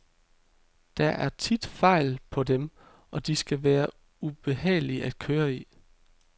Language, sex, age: Danish, male, 33